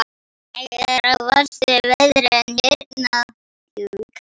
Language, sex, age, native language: Icelandic, female, 10, Icelandic